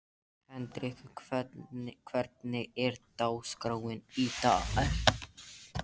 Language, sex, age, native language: Icelandic, male, 13, Icelandic